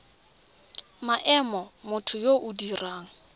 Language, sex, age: Tswana, female, 21